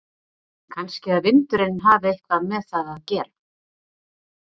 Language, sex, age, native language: Icelandic, female, 40-49, Icelandic